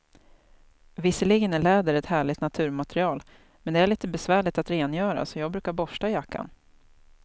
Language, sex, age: Swedish, female, 28